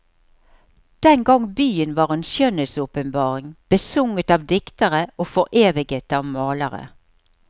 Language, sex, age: Norwegian, female, 63